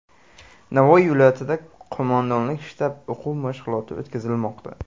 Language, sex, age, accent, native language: Uzbek, male, 18-24, Buxoro, Uzbek